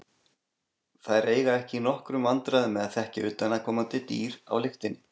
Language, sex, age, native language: Icelandic, male, 40-49, Icelandic